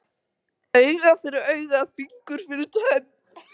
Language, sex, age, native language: Icelandic, female, 13, Icelandic